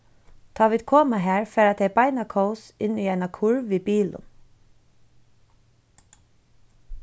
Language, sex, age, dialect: Faroese, female, 15-35, Suðurstreymoy